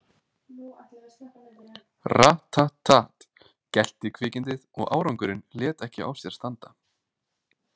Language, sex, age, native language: Icelandic, male, 20-29, Icelandic